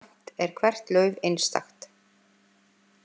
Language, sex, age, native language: Icelandic, female, 50-59, Icelandic